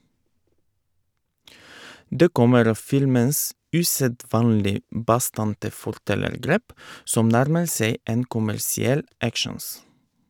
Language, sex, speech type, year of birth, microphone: Norwegian, male, read, 1985, Shure